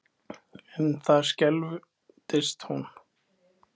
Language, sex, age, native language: Icelandic, male, 20-29, Icelandic